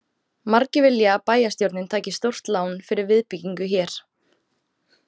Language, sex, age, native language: Icelandic, female, 18-19, Icelandic